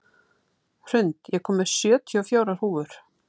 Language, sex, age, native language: Icelandic, female, 50-59, Icelandic